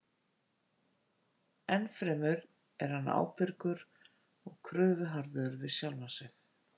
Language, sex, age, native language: Icelandic, female, 50-59, Icelandic